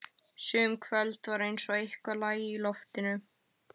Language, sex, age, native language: Icelandic, female, 12, Icelandic